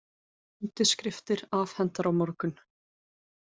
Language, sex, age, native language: Icelandic, female, 20-29, Icelandic